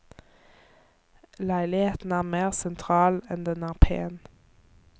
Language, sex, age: Norwegian, female, 24